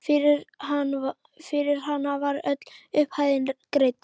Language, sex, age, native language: Icelandic, female, 11, Icelandic